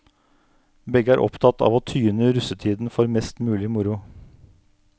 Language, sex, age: Norwegian, male, 49